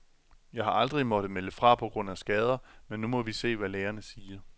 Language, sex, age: Danish, male, 27